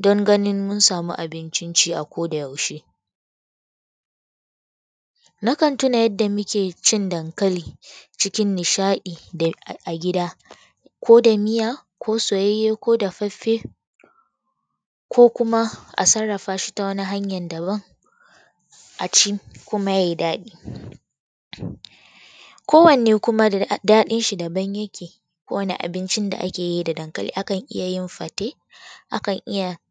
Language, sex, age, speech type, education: Hausa, female, 15-29, spontaneous, tertiary